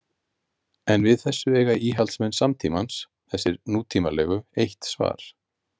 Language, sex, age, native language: Icelandic, male, 50-59, Icelandic